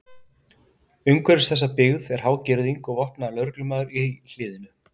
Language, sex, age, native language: Icelandic, male, 50-59, Icelandic